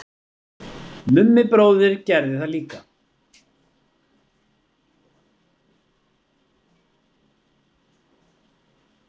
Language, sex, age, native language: Icelandic, male, 7, Icelandic